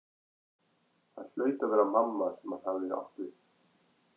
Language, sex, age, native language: Icelandic, male, 40-49, Icelandic